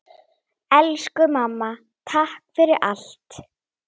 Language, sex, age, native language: Icelandic, female, 9, Icelandic